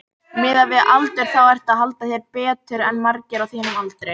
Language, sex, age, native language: Icelandic, female, 18-19, Icelandic